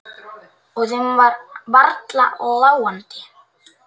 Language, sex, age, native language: Icelandic, male, 8, Icelandic